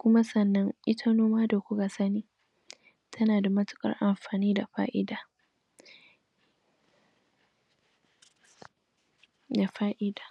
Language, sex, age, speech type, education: Hausa, female, 15-29, spontaneous, tertiary